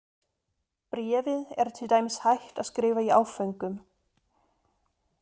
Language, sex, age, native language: Icelandic, female, 30-39, German